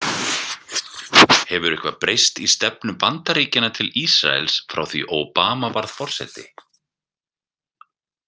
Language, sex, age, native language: Icelandic, male, 40-49, Icelandic